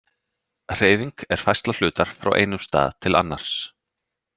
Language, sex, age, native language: Icelandic, male, 30-39, Icelandic